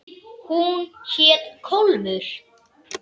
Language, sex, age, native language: Icelandic, male, 10, Icelandic